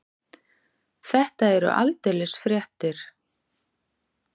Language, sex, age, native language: Icelandic, female, 40-49, Icelandic